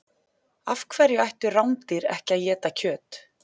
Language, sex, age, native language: Icelandic, female, 40-49, Icelandic